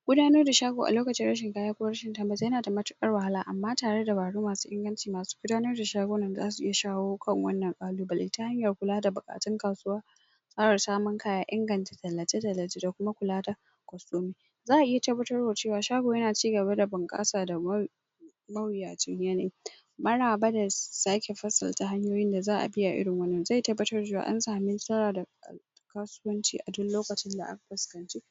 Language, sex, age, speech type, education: Hausa, female, 46-60, spontaneous, secondary